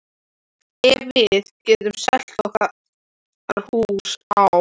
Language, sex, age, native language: Icelandic, other, 13, Icelandic